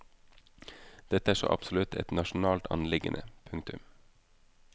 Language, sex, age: Norwegian, male, 32